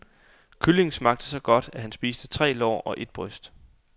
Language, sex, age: Danish, male, 28